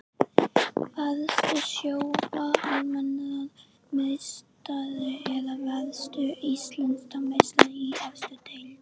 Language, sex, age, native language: Icelandic, female, 11, Icelandic